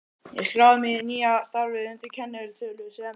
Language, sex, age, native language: Icelandic, male, 12, Icelandic